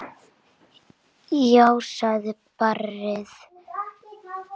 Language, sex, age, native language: Icelandic, female, 6, Icelandic